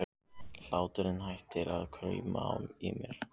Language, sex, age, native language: Icelandic, other, 15, Icelandic